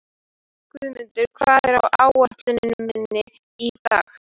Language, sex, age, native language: Icelandic, female, 12, Icelandic